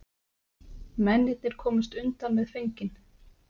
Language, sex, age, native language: Icelandic, female, 30-39, Icelandic